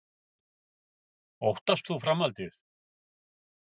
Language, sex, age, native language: Icelandic, male, 50-59, Icelandic